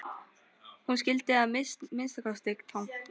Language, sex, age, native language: Icelandic, female, 13, Icelandic